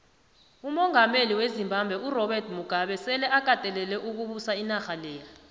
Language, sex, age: South Ndebele, female, 29